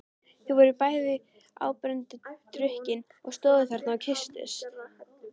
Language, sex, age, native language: Icelandic, female, 13, Icelandic